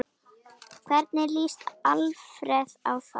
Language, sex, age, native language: Icelandic, female, 10, Icelandic